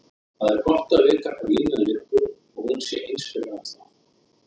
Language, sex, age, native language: Icelandic, male, 30-39, Icelandic